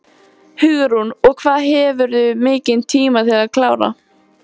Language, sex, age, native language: Icelandic, female, 14, Icelandic